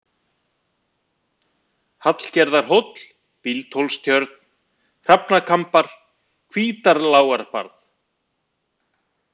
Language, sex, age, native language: Icelandic, male, 50-59, Icelandic